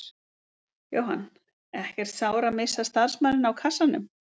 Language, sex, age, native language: Icelandic, female, 30-39, Icelandic